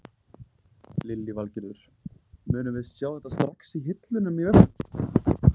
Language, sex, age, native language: Icelandic, male, 20-29, Icelandic